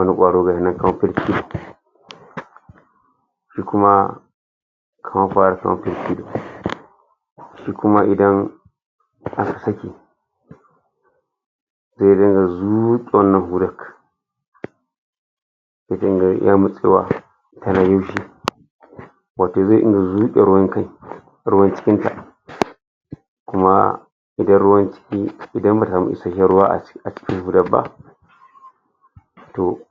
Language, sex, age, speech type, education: Hausa, male, 60+, spontaneous, tertiary